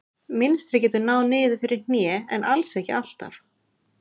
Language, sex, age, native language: Icelandic, female, 30-39, Icelandic